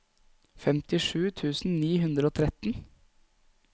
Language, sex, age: Norwegian, male, 20